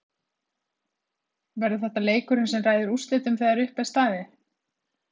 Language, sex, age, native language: Icelandic, female, 30-39, Icelandic